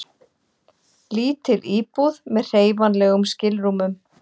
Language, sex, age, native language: Icelandic, female, 40-49, Icelandic